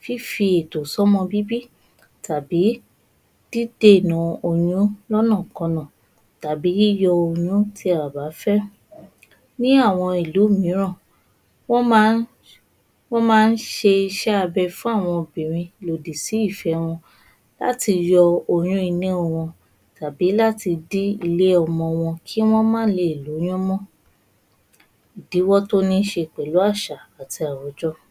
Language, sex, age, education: Yoruba, female, 15-29, tertiary